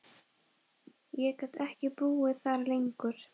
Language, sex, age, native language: Icelandic, female, 12, Icelandic